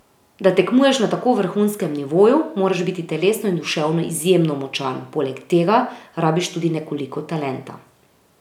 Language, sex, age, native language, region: Slovenian, female, 30-49, Slovenian, Drava region